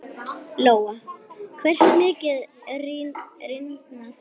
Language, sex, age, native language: Icelandic, female, 10, Icelandic